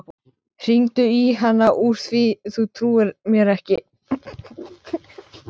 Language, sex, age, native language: Icelandic, male, 13, Icelandic